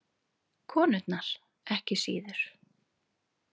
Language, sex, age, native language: Icelandic, female, 30-39, Icelandic